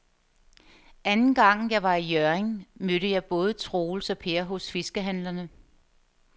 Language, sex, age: Danish, female, 50